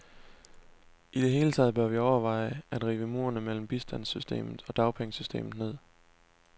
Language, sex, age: Danish, male, 19